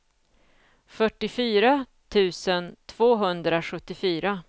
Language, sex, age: Swedish, female, 49